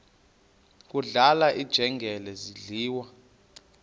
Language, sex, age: Xhosa, male, 28